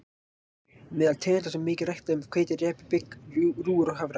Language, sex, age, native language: Icelandic, male, 18-19, Icelandic